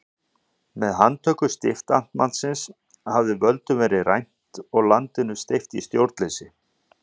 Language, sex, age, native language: Icelandic, male, 40-49, Icelandic